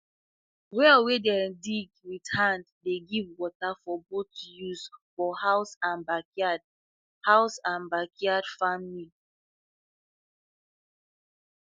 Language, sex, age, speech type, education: Nigerian Pidgin, female, 15-29, spontaneous, tertiary